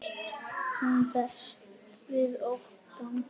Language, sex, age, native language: Icelandic, female, 9, Icelandic